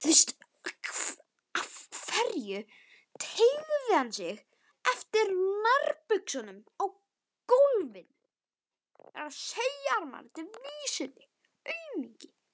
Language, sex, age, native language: Icelandic, male, 11, Icelandic